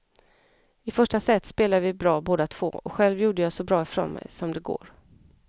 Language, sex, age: Swedish, female, 34